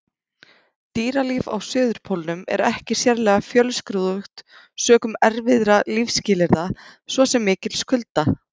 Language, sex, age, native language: Icelandic, female, 30-39, Icelandic